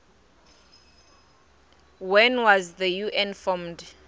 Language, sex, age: Tsonga, female, 23